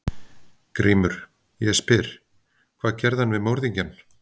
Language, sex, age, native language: Icelandic, male, 50-59, Icelandic